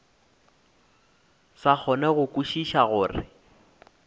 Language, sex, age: Northern Sotho, male, 24